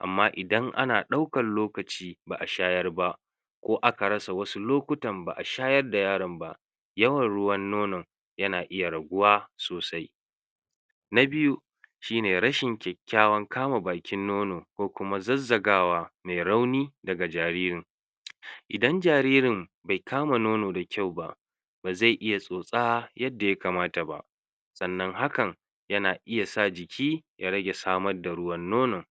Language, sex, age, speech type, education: Hausa, male, 60+, spontaneous, tertiary